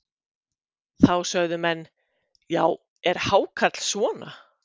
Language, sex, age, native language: Icelandic, female, 50-59, Icelandic